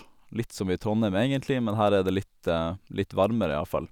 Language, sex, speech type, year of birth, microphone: Norwegian, male, spontaneous, 1987, Sennheiser